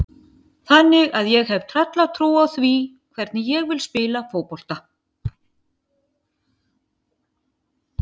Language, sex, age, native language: Icelandic, female, 50-59, Icelandic